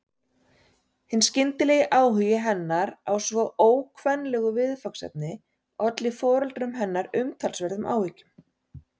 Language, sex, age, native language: Icelandic, female, 40-49, Icelandic